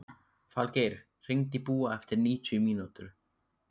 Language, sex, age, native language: Icelandic, male, 15, Icelandic